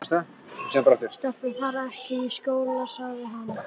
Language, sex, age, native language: Icelandic, female, 11, Icelandic